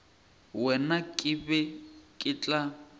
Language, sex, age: Northern Sotho, male, 23